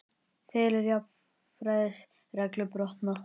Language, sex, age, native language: Icelandic, male, 20-29, Icelandic